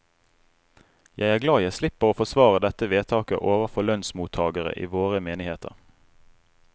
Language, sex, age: Norwegian, male, 35